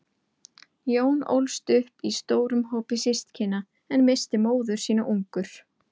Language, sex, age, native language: Icelandic, female, 20-29, Icelandic